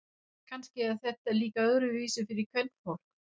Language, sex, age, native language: Icelandic, female, 60-69, Danish